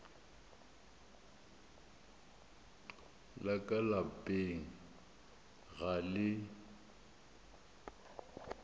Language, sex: Northern Sotho, male